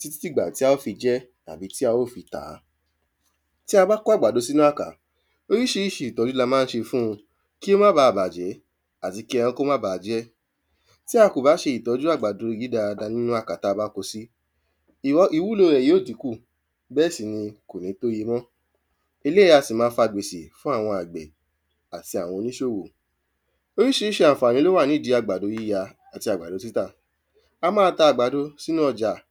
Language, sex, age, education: Yoruba, male, 15-29, tertiary